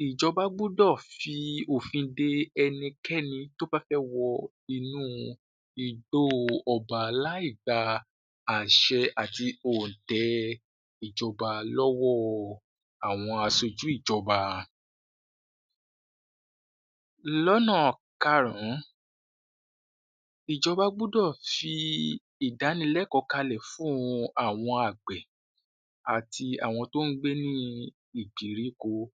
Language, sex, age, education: Yoruba, male, 46-60, tertiary